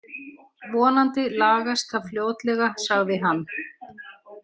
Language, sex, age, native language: Icelandic, female, 60-69, Icelandic